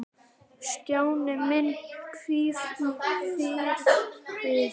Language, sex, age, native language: Icelandic, male, 9, Icelandic